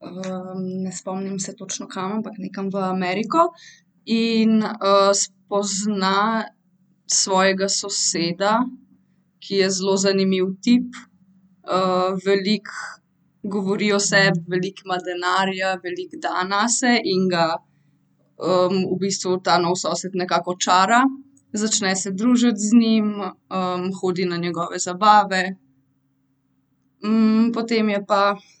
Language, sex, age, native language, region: Slovenian, female, 18-29, Slovenian, Central Slovenia